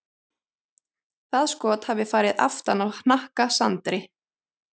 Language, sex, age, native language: Icelandic, female, 30-39, Icelandic